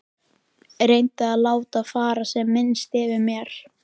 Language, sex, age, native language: Icelandic, female, 13, Icelandic